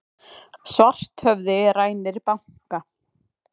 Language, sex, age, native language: Icelandic, female, 20-29, Icelandic